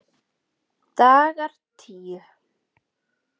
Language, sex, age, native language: Icelandic, female, 40-49, Icelandic